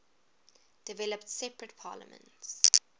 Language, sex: English, female